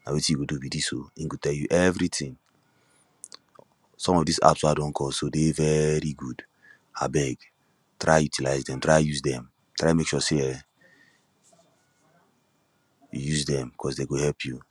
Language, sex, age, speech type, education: Nigerian Pidgin, male, 15-29, spontaneous, tertiary